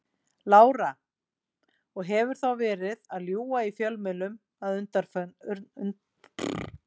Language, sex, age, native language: Icelandic, female, 40-49, Icelandic